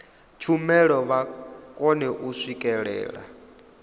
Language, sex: Venda, male